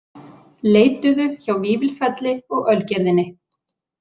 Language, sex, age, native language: Icelandic, female, 40-49, Icelandic